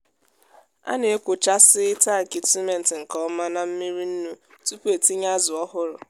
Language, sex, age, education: Igbo, female, 15-29, tertiary